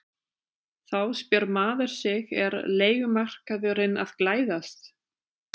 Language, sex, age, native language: Icelandic, female, 30-39, German